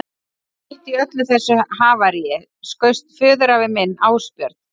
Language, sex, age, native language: Icelandic, male, 12, Icelandic